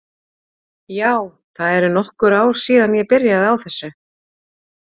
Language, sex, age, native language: Icelandic, female, 40-49, Icelandic